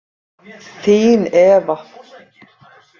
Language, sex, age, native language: Icelandic, female, 50-59, Icelandic